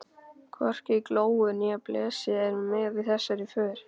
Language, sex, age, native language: Icelandic, male, 12, Icelandic